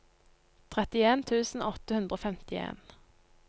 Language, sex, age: Norwegian, female, 19